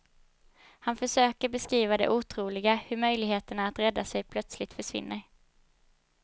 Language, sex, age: Swedish, female, 22